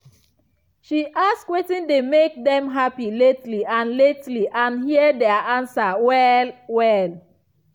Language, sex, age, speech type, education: Nigerian Pidgin, female, 15-29, spontaneous, tertiary